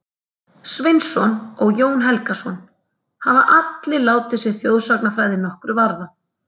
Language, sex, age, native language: Icelandic, female, 30-39, Icelandic